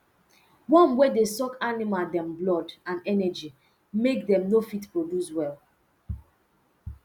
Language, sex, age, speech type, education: Nigerian Pidgin, female, 15-29, spontaneous, secondary